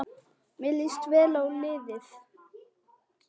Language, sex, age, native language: Icelandic, male, 10, Icelandic